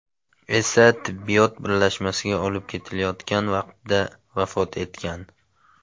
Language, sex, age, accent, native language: Uzbek, male, 19-29, Namangan, Uzbek